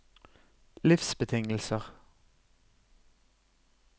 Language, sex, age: Norwegian, male, 32